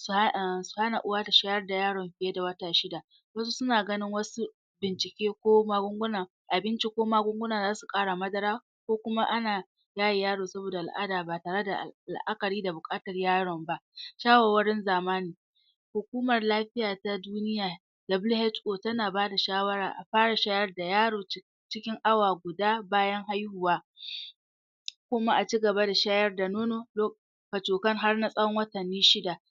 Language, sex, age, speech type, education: Hausa, female, 46-60, spontaneous, tertiary